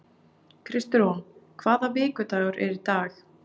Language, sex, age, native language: Icelandic, female, 20-29, Icelandic